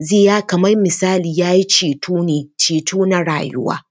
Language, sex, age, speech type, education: Hausa, female, 15-29, spontaneous, tertiary